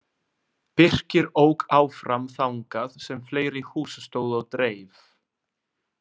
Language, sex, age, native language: Icelandic, male, 20-29, Italian